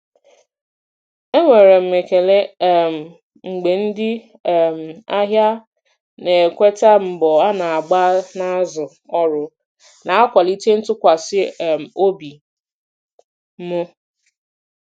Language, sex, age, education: Igbo, female, 15-29, tertiary